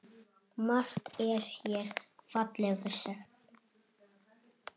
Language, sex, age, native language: Icelandic, male, 6, Icelandic